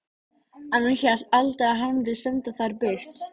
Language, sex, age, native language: Icelandic, female, 13, Icelandic